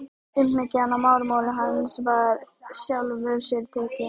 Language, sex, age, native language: Icelandic, female, 12, Icelandic